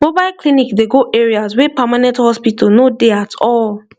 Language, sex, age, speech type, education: Nigerian Pidgin, female, 15-29, spontaneous, tertiary